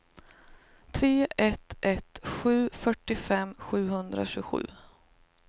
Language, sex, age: Swedish, female, 38